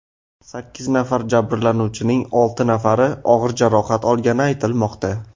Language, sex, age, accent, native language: Uzbek, male, under 19, Farg'ona, Uzbek